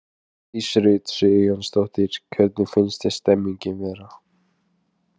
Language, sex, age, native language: Icelandic, male, 20-29, Icelandic